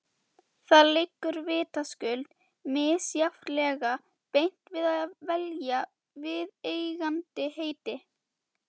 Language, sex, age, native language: Icelandic, female, 12, Icelandic